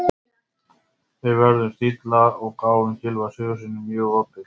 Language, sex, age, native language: Icelandic, male, 50-59, Icelandic